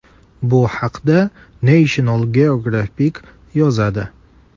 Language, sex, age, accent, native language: Uzbek, male, 18-24, Farg'ona, Uzbek